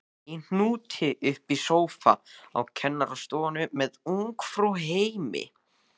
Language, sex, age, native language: Icelandic, male, 14, Icelandic